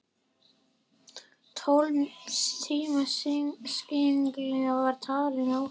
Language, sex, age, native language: Icelandic, female, 11, Icelandic